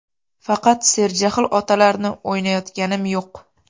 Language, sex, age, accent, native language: Uzbek, female, 18-24, Farg'ona, Uzbek